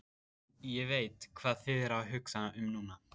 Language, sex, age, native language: Icelandic, male, 14, Icelandic